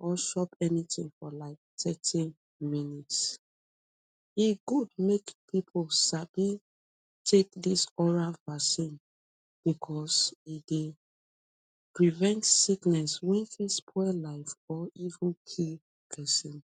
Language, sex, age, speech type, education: Nigerian Pidgin, female, 30-45, spontaneous, tertiary